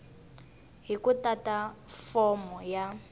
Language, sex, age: Tsonga, female, 19